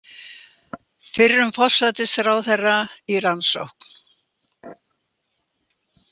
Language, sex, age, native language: Icelandic, female, 80-89, Icelandic